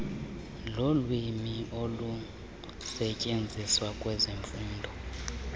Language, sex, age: Xhosa, male, 24